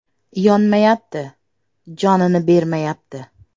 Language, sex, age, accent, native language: Uzbek, female, 35+, Samarqand, Uzbek